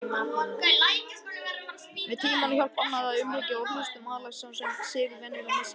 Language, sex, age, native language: Icelandic, female, 50-59, Icelandic